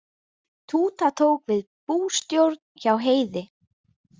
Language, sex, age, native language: Icelandic, female, 20-29, Icelandic